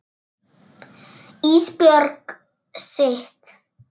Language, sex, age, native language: Icelandic, female, 7, Icelandic